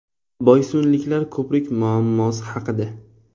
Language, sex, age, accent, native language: Uzbek, male, 18-24, Toshkent shahri, Uzbek